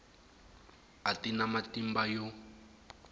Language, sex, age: Tsonga, male, 18